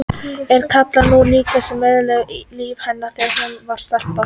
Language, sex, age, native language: Icelandic, female, 18-19, Icelandic